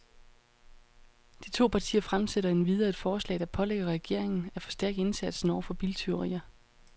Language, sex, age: Danish, female, 31